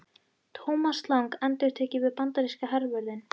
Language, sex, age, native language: Icelandic, female, 13, Icelandic